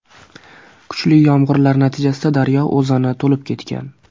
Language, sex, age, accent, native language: Uzbek, male, 18-24, Surxondaryo, Uzbek